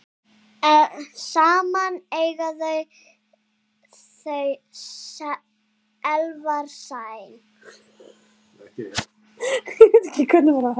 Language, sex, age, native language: Icelandic, female, 7, Icelandic